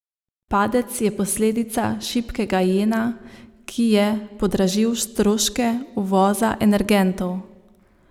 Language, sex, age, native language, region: Slovenian, female, 30-49, Slovenian, Savinja region